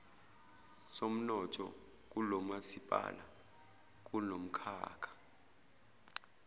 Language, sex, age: Zulu, male, 24